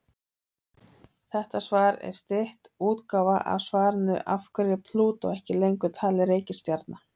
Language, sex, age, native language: Icelandic, female, 30-39, Icelandic